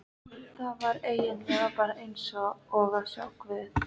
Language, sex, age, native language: Icelandic, female, 13, Icelandic